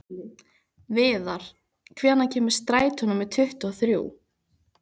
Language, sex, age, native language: Icelandic, female, 15, Icelandic